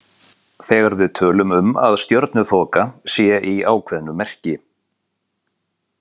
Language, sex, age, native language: Icelandic, male, 40-49, Icelandic